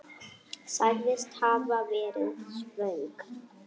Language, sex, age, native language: Icelandic, female, 8, Icelandic